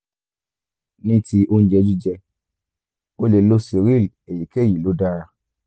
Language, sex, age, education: Yoruba, male, 15-29, tertiary